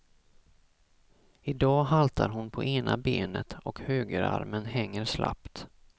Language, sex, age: Swedish, male, 34